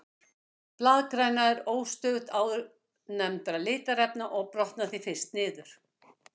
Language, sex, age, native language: Icelandic, female, 60-69, Icelandic